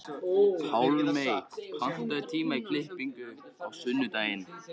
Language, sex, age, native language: Icelandic, male, 14, Icelandic